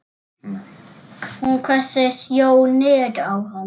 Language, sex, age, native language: Icelandic, male, 7, Icelandic